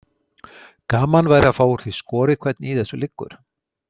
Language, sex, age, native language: Icelandic, male, 60-69, Icelandic